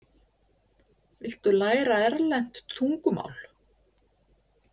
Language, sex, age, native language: Icelandic, female, 50-59, Icelandic